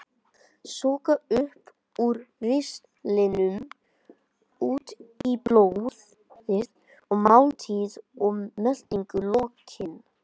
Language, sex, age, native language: Icelandic, male, 20-29, Icelandic